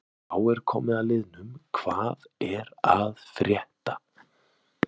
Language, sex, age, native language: Icelandic, male, 20-29, Icelandic